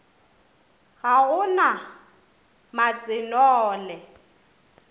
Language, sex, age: Northern Sotho, female, 27